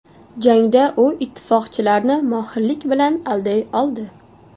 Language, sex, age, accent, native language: Uzbek, female, 19-29, Toshkent shahri, Uzbek